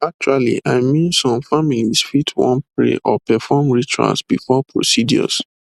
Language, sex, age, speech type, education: Nigerian Pidgin, male, 15-29, spontaneous, tertiary